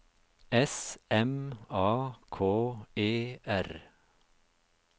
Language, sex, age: Norwegian, male, 56